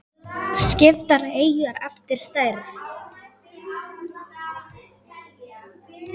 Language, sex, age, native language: Icelandic, female, 8, Icelandic